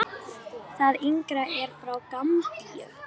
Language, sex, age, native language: Icelandic, female, 9, Icelandic